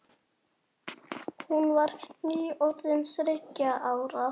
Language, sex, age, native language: Icelandic, male, 6, Icelandic